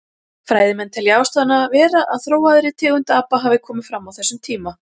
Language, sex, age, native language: Icelandic, female, 40-49, Icelandic